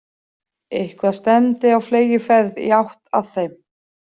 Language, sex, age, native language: Icelandic, female, 40-49, Icelandic